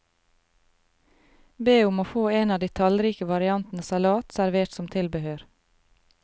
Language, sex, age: Norwegian, female, 33